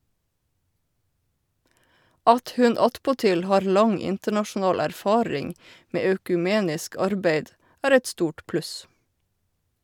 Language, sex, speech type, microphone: Norwegian, female, read, Shure